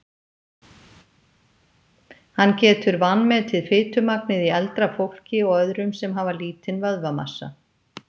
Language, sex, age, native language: Icelandic, female, 50-59, Icelandic